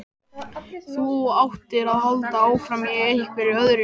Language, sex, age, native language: Icelandic, male, 12, Icelandic